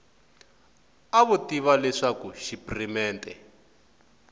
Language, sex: Tsonga, male